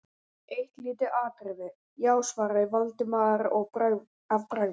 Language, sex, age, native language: Icelandic, male, 11, Icelandic